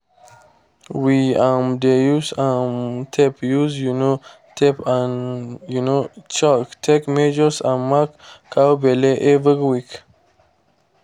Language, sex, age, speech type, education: Nigerian Pidgin, male, 15-29, spontaneous, tertiary